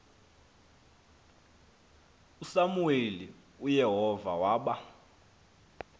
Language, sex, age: Xhosa, male, 23